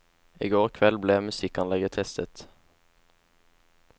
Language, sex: Norwegian, male